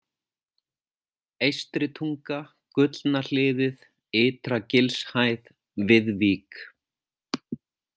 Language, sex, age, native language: Icelandic, male, 40-49, Icelandic